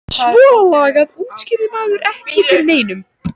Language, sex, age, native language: Icelandic, female, 14, Icelandic